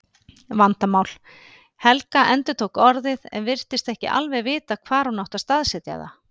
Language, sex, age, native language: Icelandic, female, 50-59, Icelandic